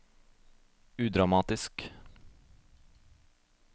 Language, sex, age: Norwegian, male, 26